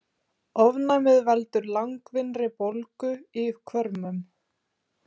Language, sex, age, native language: Icelandic, female, 18-19, Icelandic